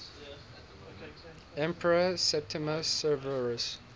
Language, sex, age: English, male, 19